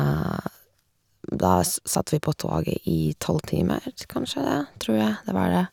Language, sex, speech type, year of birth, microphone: Norwegian, female, spontaneous, 1986, Shure